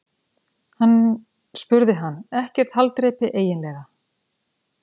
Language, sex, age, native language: Icelandic, female, 30-39, Icelandic